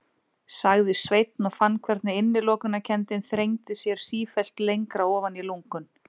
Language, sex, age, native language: Icelandic, female, 40-49, Icelandic